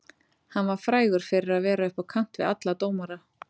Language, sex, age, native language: Icelandic, female, 30-39, Icelandic